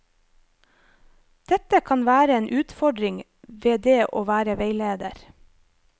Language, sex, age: Norwegian, female, 25